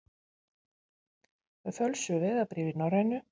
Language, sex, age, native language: Icelandic, female, 50-59, Icelandic